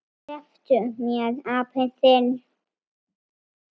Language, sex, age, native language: Icelandic, female, 9, Icelandic